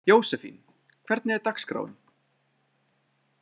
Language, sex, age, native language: Icelandic, male, 20-29, Icelandic